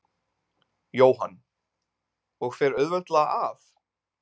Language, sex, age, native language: Icelandic, male, 20-29, Icelandic